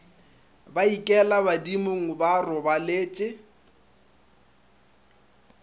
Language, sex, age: Northern Sotho, male, 25